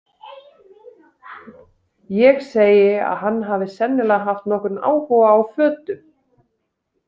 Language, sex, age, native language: Icelandic, female, 30-39, Icelandic